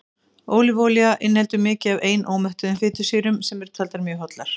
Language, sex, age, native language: Icelandic, female, 50-59, Icelandic